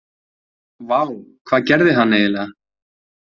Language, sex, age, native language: Icelandic, male, 20-29, Icelandic